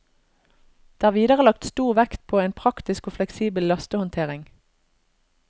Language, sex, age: Norwegian, female, 32